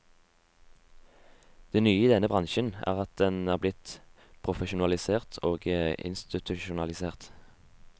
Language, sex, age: Norwegian, male, 18